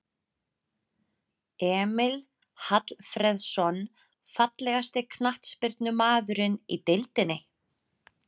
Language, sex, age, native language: Icelandic, female, 30-39, Icelandic